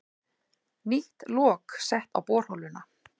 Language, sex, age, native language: Icelandic, female, 40-49, Icelandic